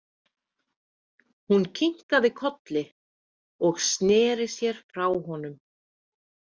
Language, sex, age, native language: Icelandic, female, 30-39, Icelandic